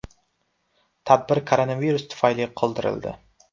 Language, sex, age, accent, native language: Uzbek, male, 12-17, Samarqand, Uzbek